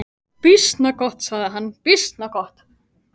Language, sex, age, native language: Icelandic, male, 12, Icelandic